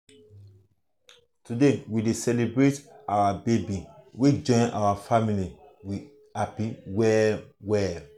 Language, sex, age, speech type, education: Nigerian Pidgin, male, 30-45, spontaneous, tertiary